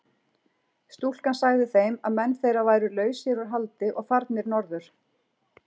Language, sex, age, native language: Icelandic, female, 40-49, Icelandic